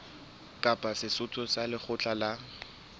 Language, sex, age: Southern Sotho, male, 21